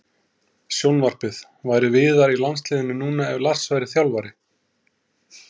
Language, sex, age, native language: Icelandic, male, 30-39, Icelandic